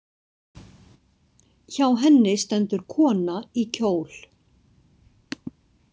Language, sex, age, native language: Icelandic, female, 60-69, Icelandic